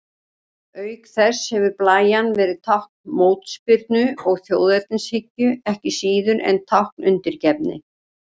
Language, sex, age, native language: Icelandic, female, 60-69, Icelandic